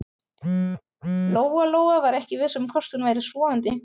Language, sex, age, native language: Icelandic, female, 30-39, German